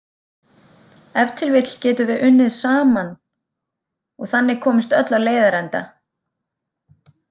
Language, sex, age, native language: Icelandic, female, 30-39, Icelandic